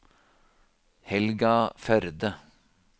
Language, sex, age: Norwegian, male, 52